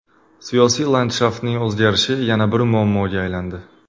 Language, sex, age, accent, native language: Uzbek, male, 25-34, Qashqadaryo, Uzbek